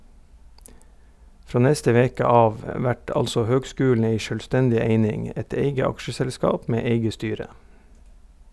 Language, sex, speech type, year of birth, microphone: Norwegian, male, read, 1971, Sennheiser